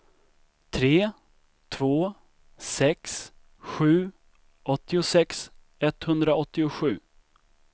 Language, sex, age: Swedish, male, 25